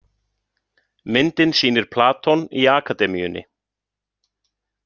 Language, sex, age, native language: Icelandic, male, 30-39, Icelandic